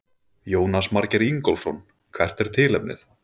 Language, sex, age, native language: Icelandic, male, 20-29, Icelandic